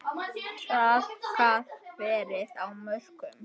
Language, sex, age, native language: Icelandic, male, 10, Icelandic